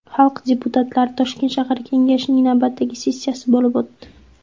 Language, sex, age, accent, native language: Uzbek, female, 18-24, Andijon, Uzbek